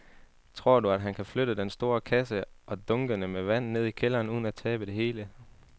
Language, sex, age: Danish, male, 18